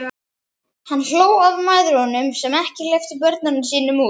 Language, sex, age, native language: Icelandic, male, 11, Icelandic